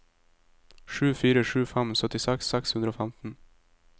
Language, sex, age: Norwegian, male, 22